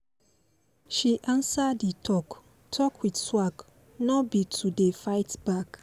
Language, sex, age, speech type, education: Nigerian Pidgin, female, 15-29, spontaneous, tertiary